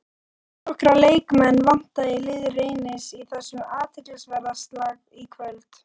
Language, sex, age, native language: Icelandic, female, 40-49, Icelandic